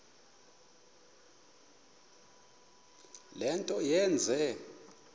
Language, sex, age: Xhosa, male, 24